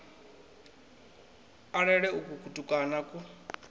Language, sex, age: Venda, male, 21